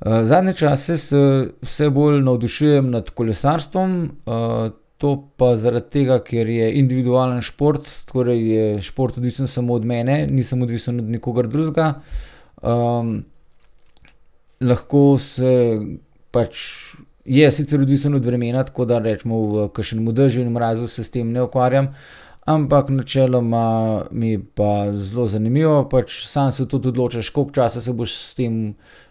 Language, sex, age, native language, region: Slovenian, male, 30-49, Slovenian, Gorenjska region